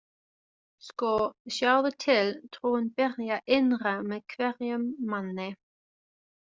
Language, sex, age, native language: Icelandic, female, 20-29, German